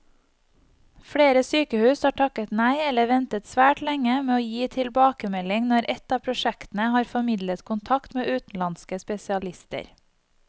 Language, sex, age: Norwegian, female, 25